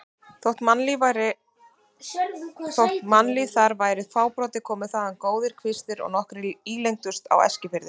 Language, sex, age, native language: Icelandic, female, 30-39, Icelandic